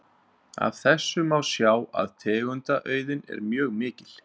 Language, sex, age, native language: Icelandic, male, 30-39, Icelandic